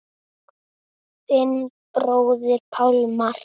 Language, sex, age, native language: Icelandic, male, 7, Icelandic